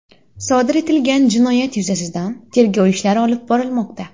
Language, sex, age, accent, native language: Uzbek, female, 19-29, Xorazm, Uzbek